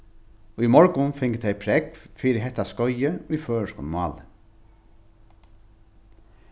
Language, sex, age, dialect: Faroese, male, 36-60, Norðurstreymoy/Eysturoy